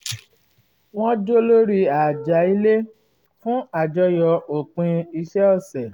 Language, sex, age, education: Yoruba, female, 30-45, tertiary